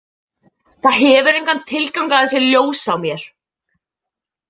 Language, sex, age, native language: Icelandic, female, 20-29, Icelandic